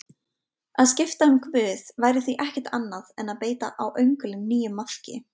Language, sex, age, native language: Icelandic, female, 20-29, Icelandic